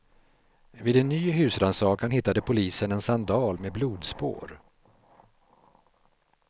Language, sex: Swedish, male